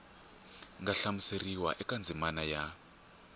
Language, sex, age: Tsonga, male, 24